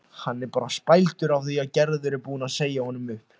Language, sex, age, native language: Icelandic, male, 16, Icelandic